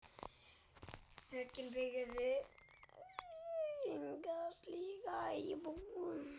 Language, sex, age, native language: Icelandic, male, 10, Icelandic